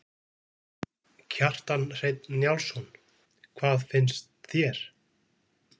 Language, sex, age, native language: Icelandic, male, 20-29, Icelandic